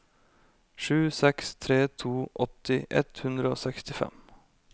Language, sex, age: Norwegian, male, 25